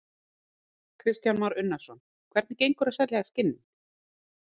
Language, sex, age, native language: Icelandic, female, 40-49, Icelandic